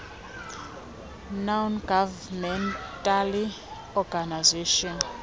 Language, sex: Xhosa, female